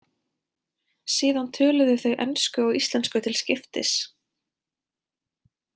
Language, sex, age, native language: Icelandic, female, 20-29, Icelandic